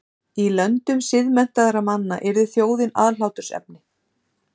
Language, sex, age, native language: Icelandic, female, 30-39, Icelandic